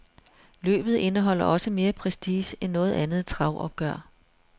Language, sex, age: Danish, female, 42